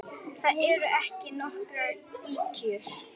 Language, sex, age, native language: Icelandic, male, 9, Icelandic